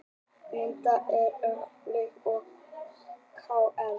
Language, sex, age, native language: Icelandic, female, 30-39, Icelandic